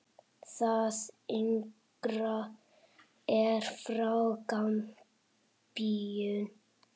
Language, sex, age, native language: Icelandic, male, 7, Icelandic